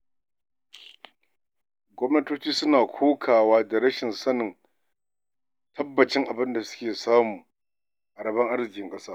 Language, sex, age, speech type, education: Hausa, male, 46-60, read, tertiary